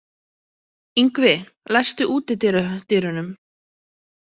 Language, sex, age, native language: Icelandic, female, 30-39, Icelandic